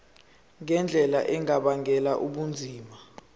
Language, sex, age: Zulu, male, 17